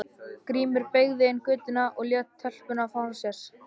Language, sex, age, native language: Icelandic, male, 13, Icelandic